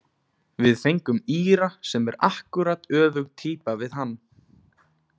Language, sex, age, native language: Icelandic, male, 20-29, Icelandic